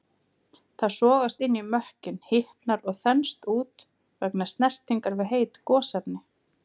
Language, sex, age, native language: Icelandic, female, 30-39, Icelandic